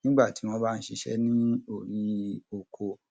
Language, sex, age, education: Yoruba, male, 30-45, tertiary